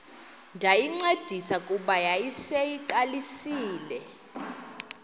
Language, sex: Xhosa, female